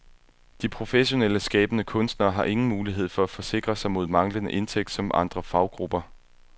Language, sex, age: Danish, male, 21